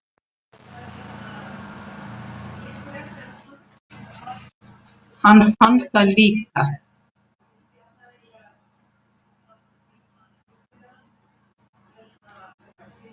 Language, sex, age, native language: Icelandic, female, 70-79, Icelandic